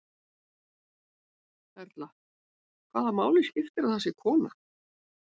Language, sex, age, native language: Icelandic, female, 70-79, Icelandic